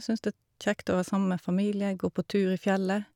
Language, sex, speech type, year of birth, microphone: Norwegian, female, spontaneous, 1972, Shure